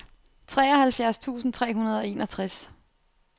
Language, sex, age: Danish, female, 28